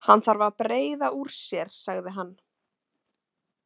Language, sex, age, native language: Icelandic, female, 20-29, Icelandic